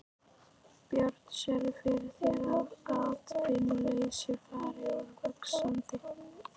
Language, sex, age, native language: Icelandic, female, 11, Icelandic